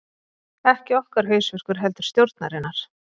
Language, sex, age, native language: Icelandic, female, 30-39, Icelandic